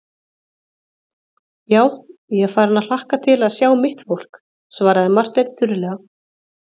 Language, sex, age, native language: Icelandic, female, 30-39, Icelandic